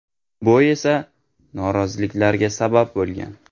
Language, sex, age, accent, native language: Uzbek, male, 18-24, Navoiy, Uzbek